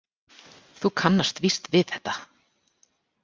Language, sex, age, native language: Icelandic, female, 40-49, Icelandic